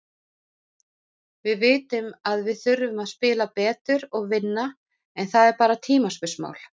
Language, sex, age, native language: Icelandic, male, 40-49, Icelandic